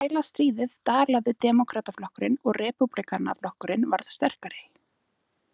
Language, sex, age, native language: Icelandic, female, 20-29, Icelandic